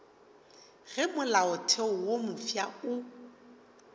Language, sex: Northern Sotho, male